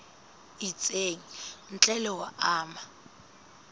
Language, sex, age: Southern Sotho, female, 19